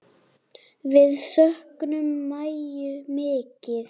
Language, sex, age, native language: Icelandic, female, 7, Icelandic